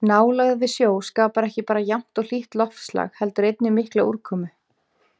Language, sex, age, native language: Icelandic, female, 18-19, Icelandic